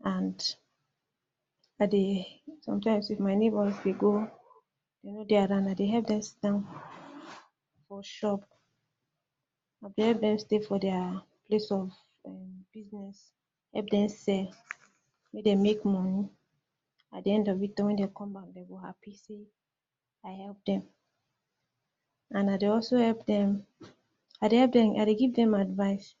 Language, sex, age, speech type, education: Nigerian Pidgin, female, 46-60, spontaneous, tertiary